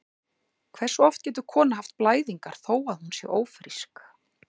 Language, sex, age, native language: Icelandic, female, 40-49, Icelandic